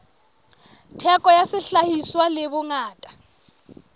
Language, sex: Southern Sotho, female